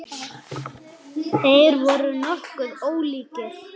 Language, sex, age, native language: Icelandic, male, 8, Icelandic